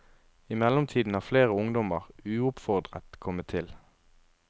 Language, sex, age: Norwegian, male, 33